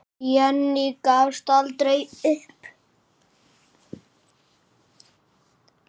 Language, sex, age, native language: Icelandic, male, 8, Icelandic